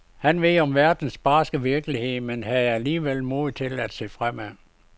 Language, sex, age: Danish, male, 52